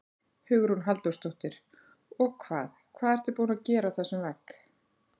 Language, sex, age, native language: Icelandic, female, 40-49, Icelandic